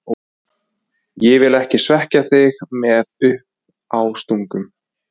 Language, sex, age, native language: Icelandic, male, 20-29, Icelandic